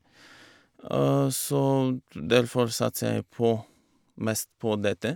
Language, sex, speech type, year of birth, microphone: Norwegian, male, spontaneous, 1985, Shure